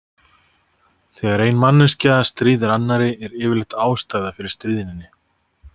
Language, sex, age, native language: Icelandic, male, 30-39, Icelandic